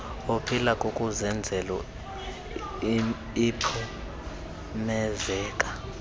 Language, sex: Xhosa, male